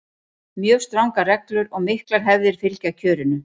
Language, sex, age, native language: Icelandic, female, 40-49, Icelandic